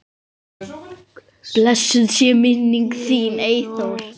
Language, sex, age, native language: Icelandic, female, 9, Icelandic